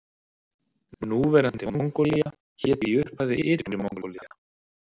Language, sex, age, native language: Icelandic, male, 30-39, Icelandic